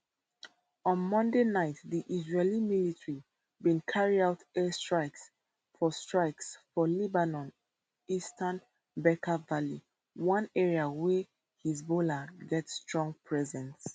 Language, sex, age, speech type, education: Nigerian Pidgin, female, 30-45, spontaneous, tertiary